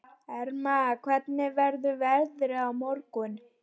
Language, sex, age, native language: Icelandic, female, 12, Icelandic